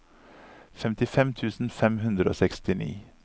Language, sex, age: Norwegian, male, 39